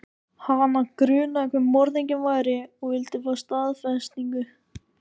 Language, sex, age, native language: Icelandic, male, 13, Icelandic